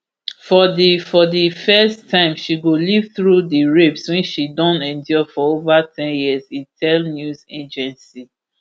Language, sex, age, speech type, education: Nigerian Pidgin, female, 30-45, spontaneous, tertiary